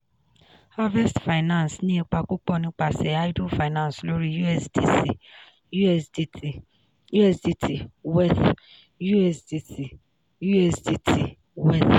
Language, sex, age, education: Yoruba, female, 15-29, tertiary